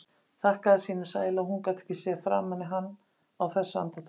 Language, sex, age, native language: Icelandic, female, 50-59, Icelandic